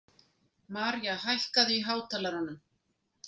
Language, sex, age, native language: Icelandic, female, 50-59, Icelandic